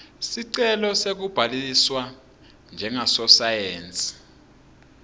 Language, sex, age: Swati, male, 26